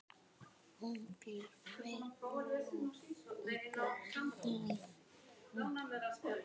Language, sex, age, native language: Icelandic, female, 10, Icelandic